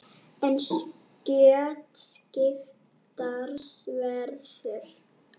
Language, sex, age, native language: Icelandic, female, 8, Icelandic